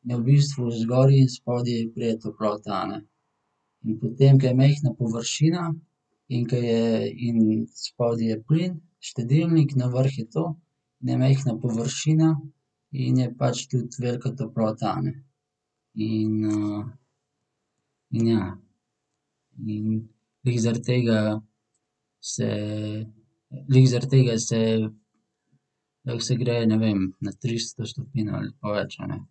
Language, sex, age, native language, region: Slovenian, male, 18-29, Slovenian, Central Slovenia